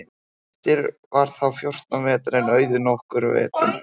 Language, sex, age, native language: Icelandic, male, 18-19, Icelandic